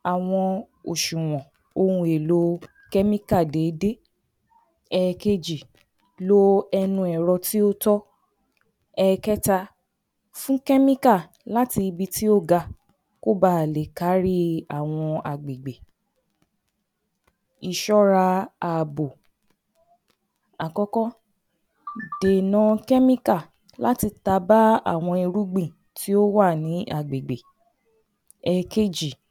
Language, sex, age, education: Yoruba, female, 30-45, tertiary